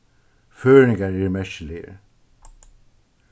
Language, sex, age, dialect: Faroese, male, 61+, Suðuroy